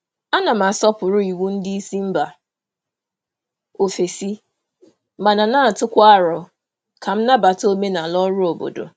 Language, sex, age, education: Igbo, female, 30-45, tertiary